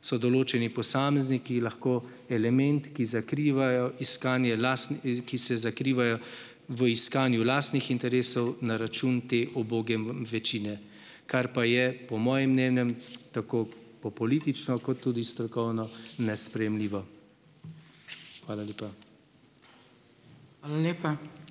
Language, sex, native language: Slovenian, male, Slovenian